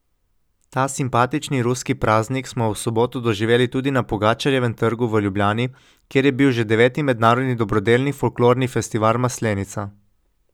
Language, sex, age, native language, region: Slovenian, male, 18-29, Slovenian, Coastal Karst region